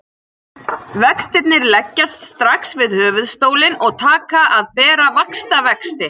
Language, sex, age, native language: Icelandic, female, 40-49, Icelandic